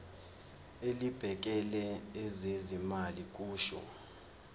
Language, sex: Zulu, male